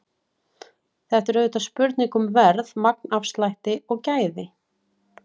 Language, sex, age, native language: Icelandic, female, 40-49, Icelandic